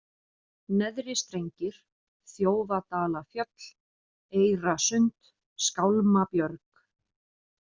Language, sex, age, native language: Icelandic, female, 40-49, Icelandic